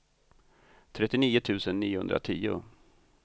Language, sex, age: Swedish, male, 45